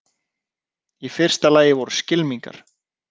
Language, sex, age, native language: Icelandic, male, 30-39, Icelandic